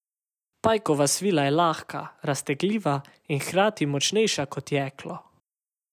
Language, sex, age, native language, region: Slovenian, male, 18-29, Slovenian, Savinja region